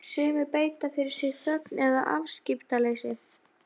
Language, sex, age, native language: Icelandic, female, 11, Icelandic